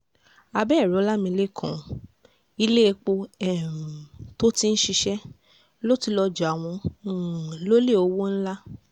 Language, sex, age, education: Yoruba, female, 15-29, tertiary